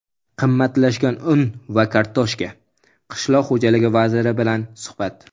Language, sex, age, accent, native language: Uzbek, male, 19-29, Samarqand, Uzbek